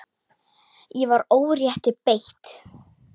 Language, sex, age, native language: Icelandic, female, 10, Icelandic